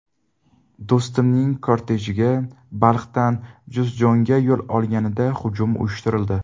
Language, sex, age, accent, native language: Uzbek, male, 19-29, Toshkent viloyati, Uzbek